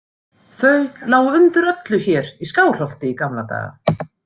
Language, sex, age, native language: Icelandic, female, 50-59, Icelandic